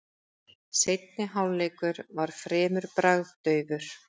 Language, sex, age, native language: Icelandic, female, 30-39, Icelandic